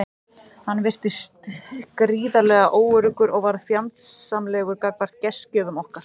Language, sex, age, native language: Icelandic, male, 14, Icelandic